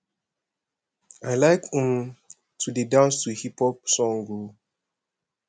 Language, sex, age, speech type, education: Nigerian Pidgin, male, 15-29, spontaneous, secondary